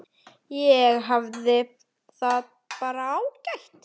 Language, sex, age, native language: Icelandic, male, 10, Icelandic